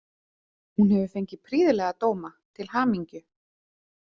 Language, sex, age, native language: Icelandic, female, 30-39, Icelandic